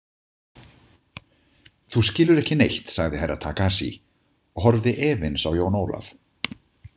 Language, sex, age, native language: Icelandic, male, 50-59, Icelandic